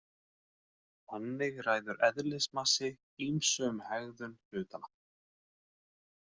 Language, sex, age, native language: Icelandic, male, 18-19, Icelandic